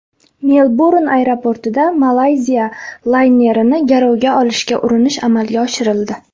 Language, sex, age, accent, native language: Uzbek, female, 19-29, Farg'ona, Uzbek